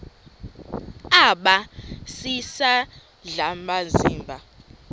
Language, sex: Xhosa, female